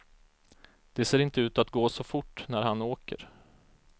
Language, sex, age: Swedish, male, 34